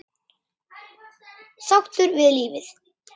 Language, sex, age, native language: Icelandic, female, 9, Icelandic